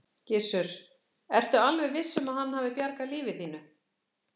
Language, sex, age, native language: Icelandic, female, 60-69, Icelandic